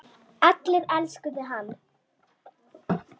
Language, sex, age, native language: Icelandic, female, 9, Icelandic